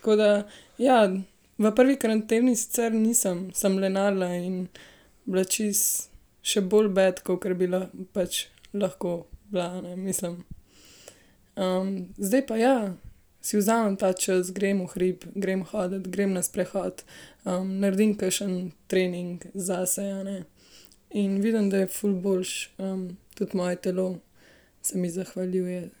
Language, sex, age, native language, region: Slovenian, female, 18-29, Slovenian, Central Slovenia